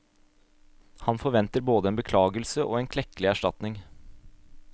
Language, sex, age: Norwegian, male, 26